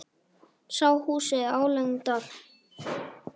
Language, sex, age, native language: Icelandic, male, 18-19, Icelandic